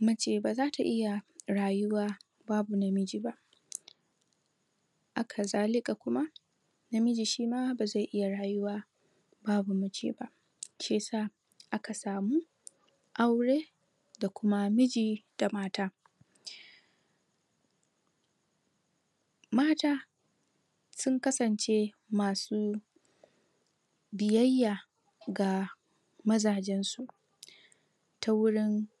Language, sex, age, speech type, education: Hausa, female, 15-29, spontaneous, tertiary